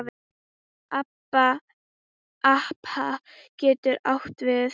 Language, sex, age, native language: Icelandic, female, 10, Icelandic